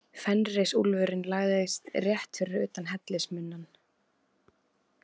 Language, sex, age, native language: Icelandic, female, 20-29, Icelandic